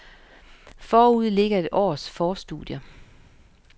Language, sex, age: Danish, female, 50